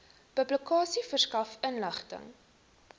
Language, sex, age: Afrikaans, female, 19